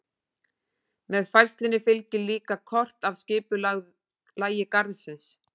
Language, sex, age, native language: Icelandic, female, 40-49, Icelandic